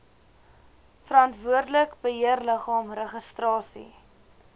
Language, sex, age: Afrikaans, female, 21